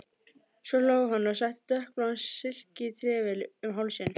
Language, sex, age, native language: Icelandic, female, 13, Icelandic